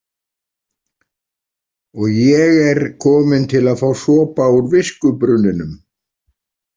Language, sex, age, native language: Icelandic, male, 40-49, Icelandic